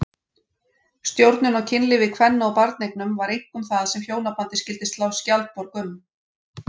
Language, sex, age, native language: Icelandic, female, 40-49, Icelandic